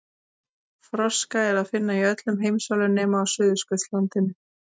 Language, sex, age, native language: Icelandic, female, 30-39, Icelandic